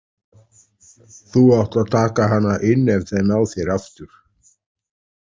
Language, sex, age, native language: Icelandic, male, 40-49, Icelandic